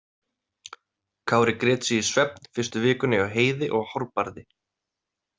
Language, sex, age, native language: Icelandic, male, 30-39, Icelandic